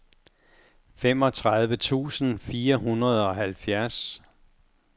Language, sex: Danish, male